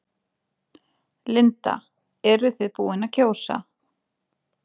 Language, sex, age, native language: Icelandic, female, 20-29, Icelandic